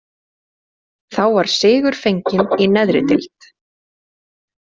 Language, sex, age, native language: Icelandic, female, 30-39, Icelandic